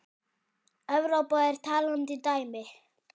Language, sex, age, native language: Icelandic, male, 10, Icelandic